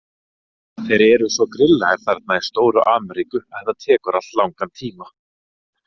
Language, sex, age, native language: Icelandic, male, 30-39, Icelandic